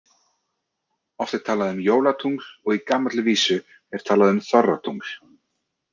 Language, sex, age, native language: Icelandic, male, 30-39, Icelandic